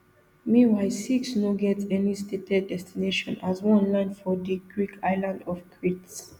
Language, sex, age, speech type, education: Nigerian Pidgin, female, 15-29, spontaneous, tertiary